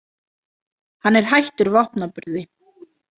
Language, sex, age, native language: Icelandic, female, 30-39, Icelandic